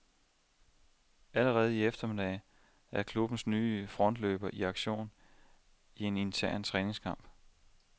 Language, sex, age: Danish, male, 27